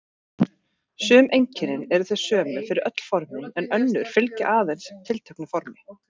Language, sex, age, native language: Icelandic, female, 40-49, Icelandic